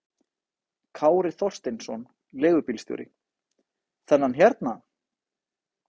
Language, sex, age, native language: Icelandic, male, 30-39, Icelandic